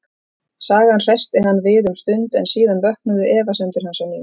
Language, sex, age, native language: Icelandic, female, 40-49, Icelandic